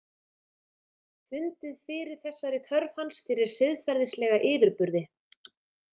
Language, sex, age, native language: Icelandic, female, 30-39, Icelandic